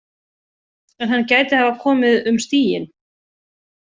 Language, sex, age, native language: Icelandic, female, 40-49, Icelandic